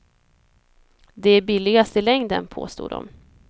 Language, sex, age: Swedish, female, 26